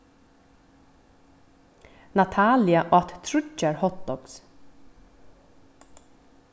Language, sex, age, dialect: Faroese, female, 15-35, Vágar